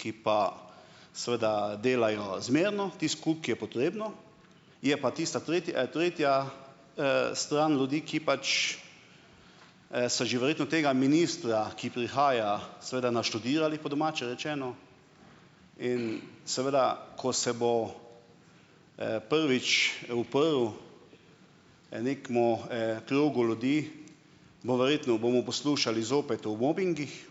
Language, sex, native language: Slovenian, male, Slovenian